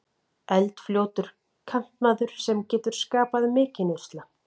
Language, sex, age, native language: Icelandic, female, 40-49, Icelandic